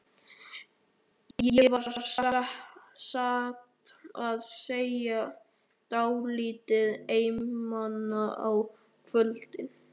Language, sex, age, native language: Icelandic, male, 13, Icelandic